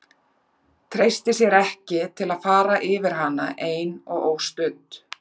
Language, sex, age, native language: Icelandic, female, 40-49, Icelandic